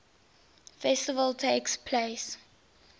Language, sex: English, female